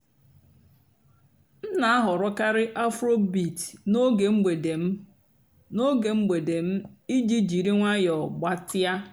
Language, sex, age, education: Igbo, female, 46-60, tertiary